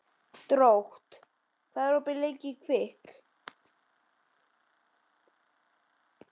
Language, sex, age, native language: Icelandic, male, 11, Icelandic